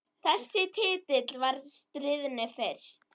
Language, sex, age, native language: Icelandic, female, 10, Icelandic